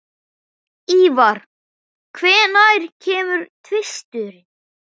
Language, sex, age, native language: Icelandic, male, 11, Icelandic